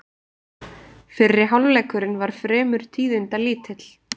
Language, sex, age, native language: Icelandic, female, 30-39, Icelandic